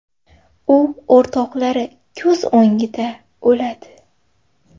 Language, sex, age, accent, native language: Uzbek, female, 18-24, Xorazm, Uzbek